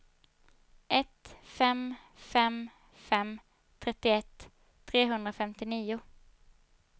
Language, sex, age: Swedish, female, 22